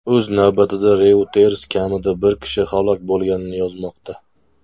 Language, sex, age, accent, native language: Uzbek, male, 19-29, Namangan, Uzbek